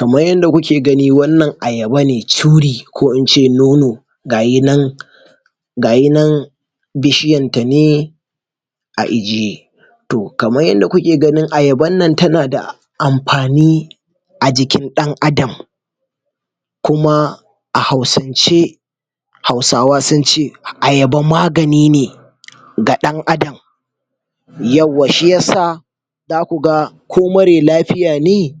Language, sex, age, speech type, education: Hausa, male, 46-60, spontaneous, tertiary